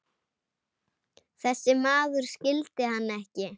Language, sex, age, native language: Icelandic, female, 8, Icelandic